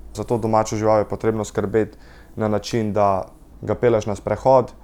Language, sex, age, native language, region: Slovenian, male, 18-29, Slovenian, Central Slovenia